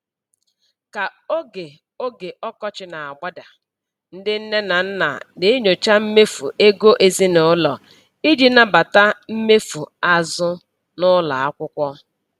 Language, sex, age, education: Igbo, female, 46-60, tertiary